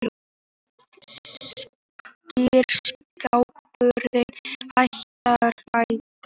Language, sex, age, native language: Icelandic, female, 18-19, Icelandic